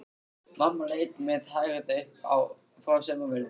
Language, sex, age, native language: Icelandic, male, 13, Icelandic